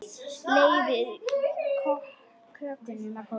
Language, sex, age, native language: Icelandic, female, 10, Icelandic